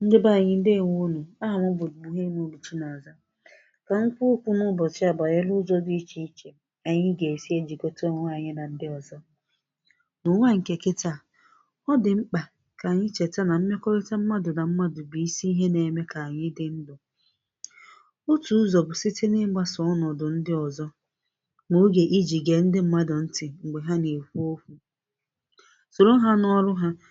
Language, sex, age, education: Igbo, female, 15-29, secondary